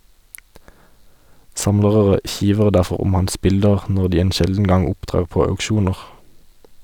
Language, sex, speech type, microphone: Norwegian, male, read, Sennheiser